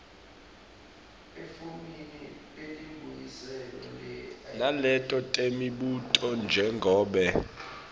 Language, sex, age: Swati, male, 24